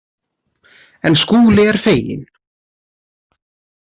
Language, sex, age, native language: Icelandic, male, 30-39, Icelandic